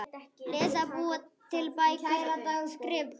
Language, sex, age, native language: Icelandic, female, 8, Icelandic